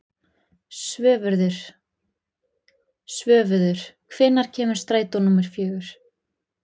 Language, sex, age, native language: Icelandic, female, 20-29, Icelandic